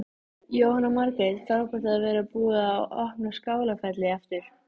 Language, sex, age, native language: Icelandic, female, 13, Icelandic